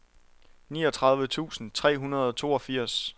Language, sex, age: Danish, male, 23